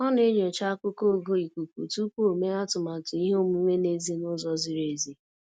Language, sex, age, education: Igbo, female, 15-29, tertiary